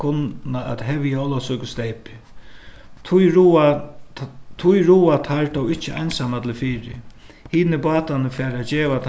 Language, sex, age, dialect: Faroese, male, 61+, Suðuroy